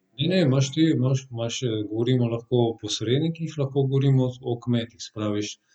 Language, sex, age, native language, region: Slovenian, male, 30-49, Slovenian, Southeast Slovenia